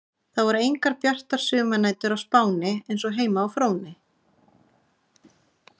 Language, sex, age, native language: Icelandic, female, 30-39, Icelandic